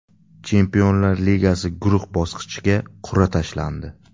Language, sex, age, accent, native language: Uzbek, male, 25-34, Samarqand, Uzbek